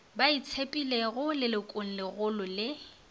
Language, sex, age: Northern Sotho, female, 24